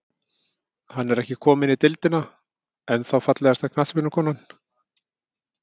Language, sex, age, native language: Icelandic, male, 50-59, Icelandic